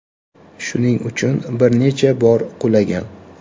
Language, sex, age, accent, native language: Uzbek, male, 25-34, Toshkent shahri, Uzbek